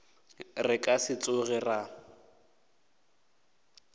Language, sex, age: Northern Sotho, male, 18